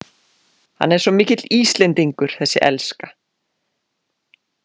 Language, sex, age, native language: Icelandic, female, 40-49, Icelandic